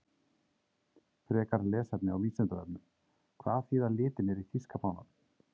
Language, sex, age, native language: Icelandic, male, 30-39, Icelandic